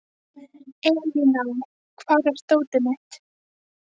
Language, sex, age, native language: Icelandic, female, 12, Icelandic